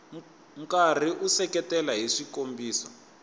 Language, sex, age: Tsonga, male, 21